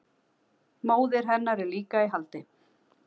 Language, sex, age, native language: Icelandic, female, 40-49, Icelandic